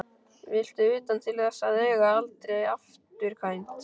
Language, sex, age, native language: Icelandic, male, 12, Icelandic